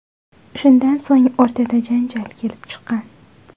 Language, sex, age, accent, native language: Uzbek, female, 18-24, Navoiy, Uzbek